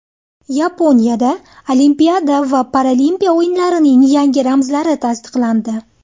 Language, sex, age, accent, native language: Uzbek, female, 19-29, Andijon, Uzbek